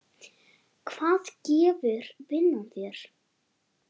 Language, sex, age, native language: Icelandic, female, 9, Icelandic